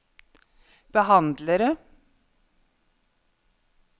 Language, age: Norwegian, 50